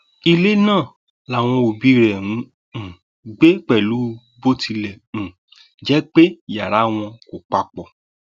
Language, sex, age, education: Yoruba, male, 30-45, tertiary